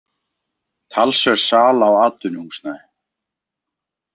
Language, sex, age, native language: Icelandic, male, 20-29, Icelandic